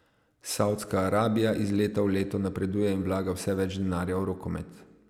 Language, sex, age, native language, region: Slovenian, male, 30-49, Slovenian, Savinja region